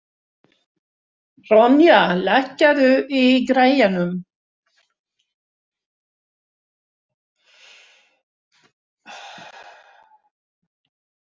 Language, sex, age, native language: Icelandic, female, 60-69, Swedish